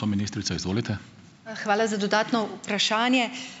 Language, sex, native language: Slovenian, female, Slovenian